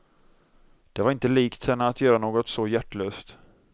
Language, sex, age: Swedish, male, 26